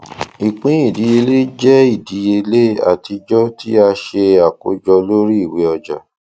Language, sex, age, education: Yoruba, male, 30-45, tertiary